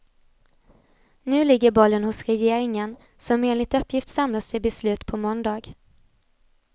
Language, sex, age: Swedish, female, 20